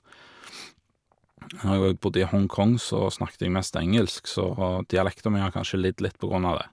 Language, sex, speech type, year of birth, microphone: Norwegian, male, spontaneous, 1985, Shure